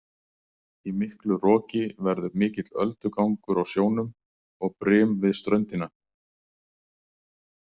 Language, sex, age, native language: Icelandic, male, 40-49, Icelandic